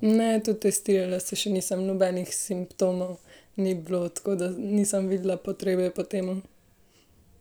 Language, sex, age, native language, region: Slovenian, female, 18-29, Slovenian, Central Slovenia